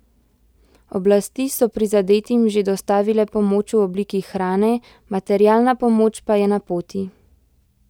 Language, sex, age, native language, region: Slovenian, female, 18-29, Slovenian, Central Slovenia